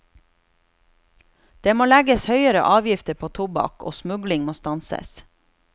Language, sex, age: Norwegian, female, 36